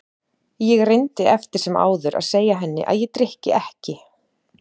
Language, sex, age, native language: Icelandic, female, 30-39, Icelandic